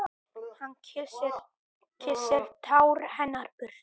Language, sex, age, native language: Icelandic, male, 8, Icelandic